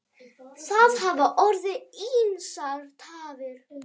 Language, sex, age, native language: Icelandic, female, 9, Icelandic